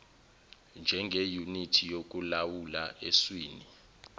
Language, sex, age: Zulu, male, 21